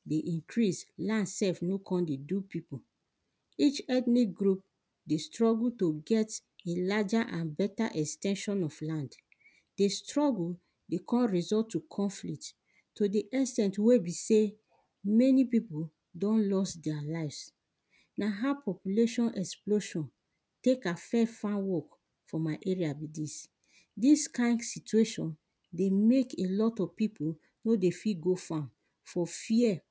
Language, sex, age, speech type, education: Nigerian Pidgin, female, 30-45, spontaneous, secondary